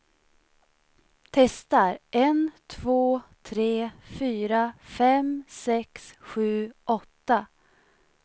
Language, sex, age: Swedish, female, 37